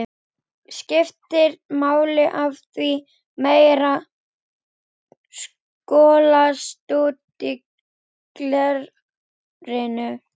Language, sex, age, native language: Icelandic, female, 12, Icelandic